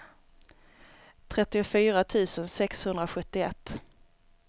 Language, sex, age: Swedish, female, 29